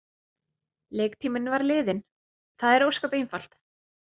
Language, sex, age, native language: Icelandic, female, 30-39, Icelandic